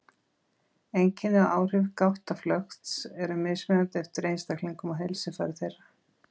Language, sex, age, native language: Icelandic, female, 20-29, Icelandic